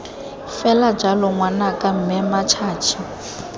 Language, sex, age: Tswana, female, 20